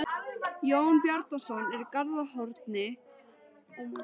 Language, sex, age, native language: Icelandic, female, 13, Icelandic